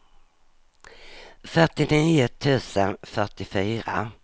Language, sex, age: Swedish, female, 59